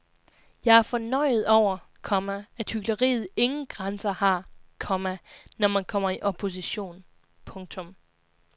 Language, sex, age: Danish, female, 20